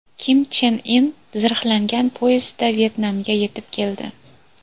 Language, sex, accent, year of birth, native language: Uzbek, female, Toshkent viloyati, 2000, Uzbek